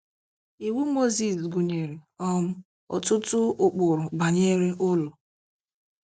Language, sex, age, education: Igbo, female, 15-29, tertiary